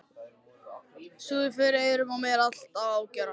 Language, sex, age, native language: Icelandic, male, 13, Icelandic